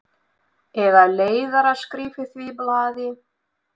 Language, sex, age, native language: Icelandic, female, 20-29, Russian